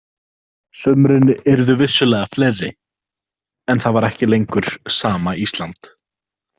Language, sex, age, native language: Icelandic, male, 18-19, Icelandic